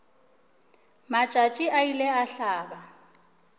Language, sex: Northern Sotho, female